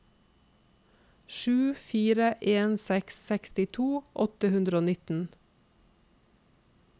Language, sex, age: Norwegian, female, 46